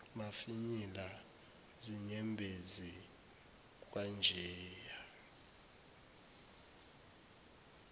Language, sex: Zulu, male